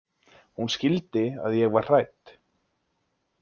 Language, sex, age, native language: Icelandic, male, 20-29, Icelandic